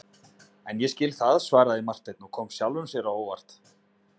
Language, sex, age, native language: Icelandic, male, 20-29, Icelandic